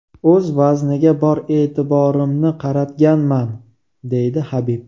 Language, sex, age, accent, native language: Uzbek, male, 18-24, Namangan, Uzbek